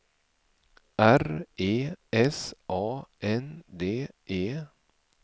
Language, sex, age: Swedish, male, 47